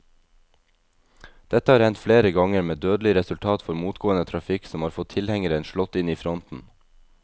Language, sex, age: Norwegian, male, 22